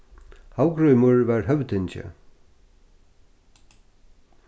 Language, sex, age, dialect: Faroese, male, 61+, Norðurstreymoy/Eysturoy